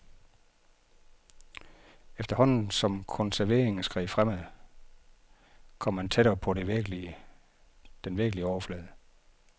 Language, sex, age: Danish, male, 51